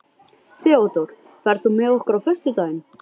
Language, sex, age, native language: Icelandic, male, 13, Icelandic